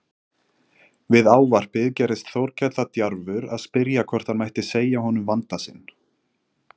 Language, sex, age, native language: Icelandic, male, 20-29, Icelandic